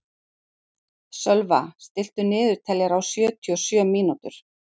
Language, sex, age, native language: Icelandic, female, 40-49, Icelandic